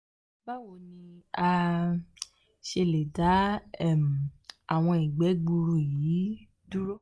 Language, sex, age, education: Yoruba, female, 15-29, tertiary